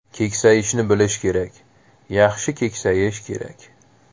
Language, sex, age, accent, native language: Uzbek, male, 18-24, Toshkent shahri, Uzbek